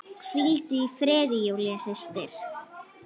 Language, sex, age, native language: Icelandic, female, 8, Icelandic